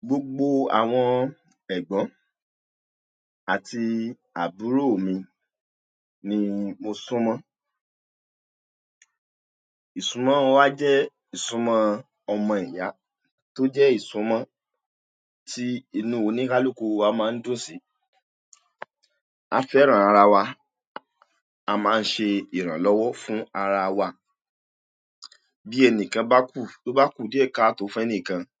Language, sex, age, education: Yoruba, male, 46-60, tertiary